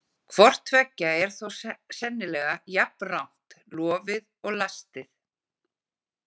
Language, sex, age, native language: Icelandic, female, 40-49, Icelandic